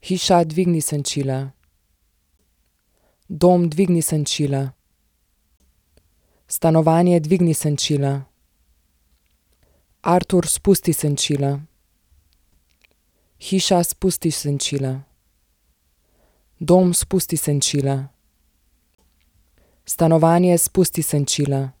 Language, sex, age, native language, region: Slovenian, female, 18-29, Slovenian, Zasavska region